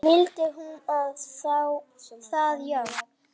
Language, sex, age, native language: Icelandic, male, 8, Icelandic